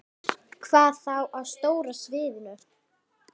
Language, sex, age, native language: Icelandic, female, 10, Icelandic